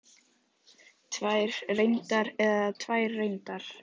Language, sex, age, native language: Icelandic, female, 18-19, Icelandic